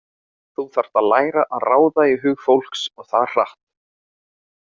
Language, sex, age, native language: Icelandic, male, 30-39, Icelandic